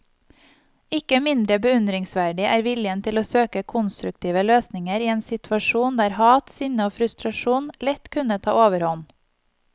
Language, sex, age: Norwegian, female, 25